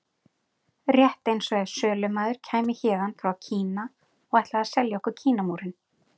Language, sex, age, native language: Icelandic, female, 40-49, Icelandic